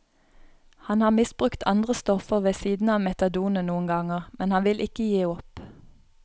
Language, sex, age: Norwegian, female, 31